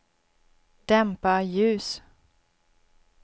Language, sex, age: Swedish, female, 26